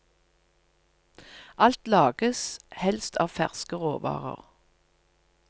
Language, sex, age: Norwegian, female, 57